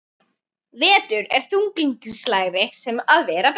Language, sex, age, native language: Icelandic, female, 11, Icelandic